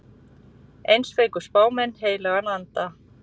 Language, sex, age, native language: Icelandic, female, 40-49, Icelandic